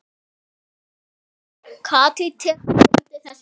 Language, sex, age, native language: Icelandic, male, 6, Icelandic